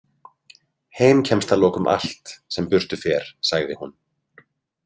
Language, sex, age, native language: Icelandic, male, 30-39, Icelandic